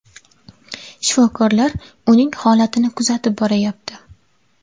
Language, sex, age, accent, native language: Uzbek, female, 18-24, Navoiy, Uzbek